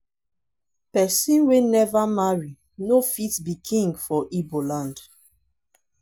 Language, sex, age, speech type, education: Nigerian Pidgin, female, 15-29, spontaneous, tertiary